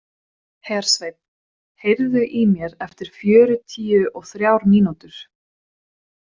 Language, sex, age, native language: Icelandic, female, 20-29, Swedish